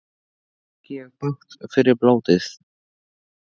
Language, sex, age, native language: Icelandic, male, 14, Icelandic